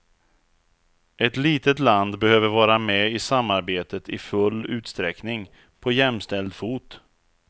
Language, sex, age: Swedish, male, 34